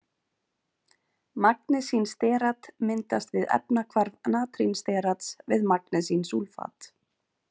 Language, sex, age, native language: Icelandic, female, 20-29, Icelandic